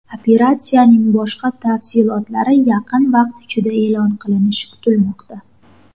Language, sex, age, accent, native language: Uzbek, female, 18-24, Qashqadaryo, Uzbek